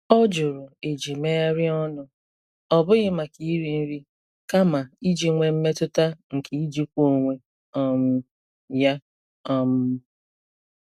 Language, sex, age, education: Igbo, female, 30-45, tertiary